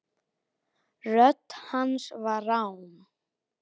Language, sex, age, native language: Icelandic, male, 10, Icelandic